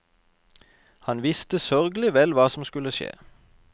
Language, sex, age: Norwegian, male, 32